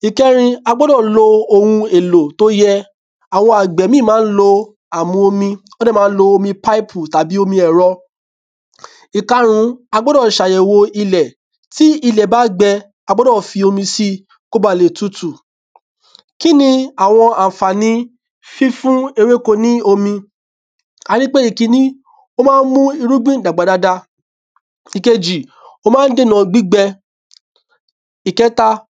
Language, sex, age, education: Yoruba, male, 30-45, tertiary